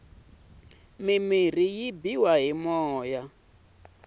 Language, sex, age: Tsonga, male, 26